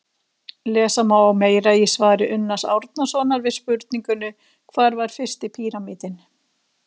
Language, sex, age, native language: Icelandic, female, 60-69, Icelandic